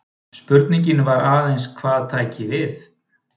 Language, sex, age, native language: Icelandic, male, 30-39, Icelandic